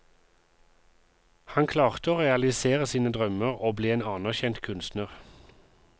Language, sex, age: Norwegian, male, 51